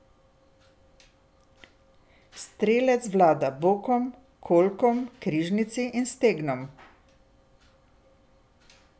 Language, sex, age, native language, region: Slovenian, female, 60+, Slovenian, Drava region